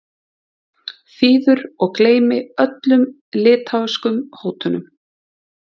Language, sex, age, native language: Icelandic, female, 30-39, Icelandic